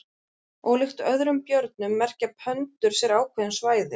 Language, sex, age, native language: Icelandic, female, 30-39, Icelandic